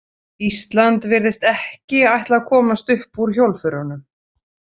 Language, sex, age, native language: Icelandic, female, 30-39, Icelandic